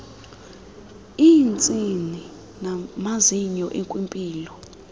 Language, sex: Xhosa, female